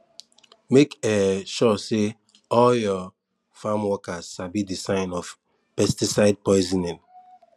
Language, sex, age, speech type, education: Nigerian Pidgin, male, 15-29, spontaneous, tertiary